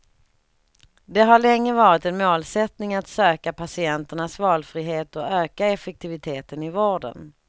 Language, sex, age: Swedish, female, 38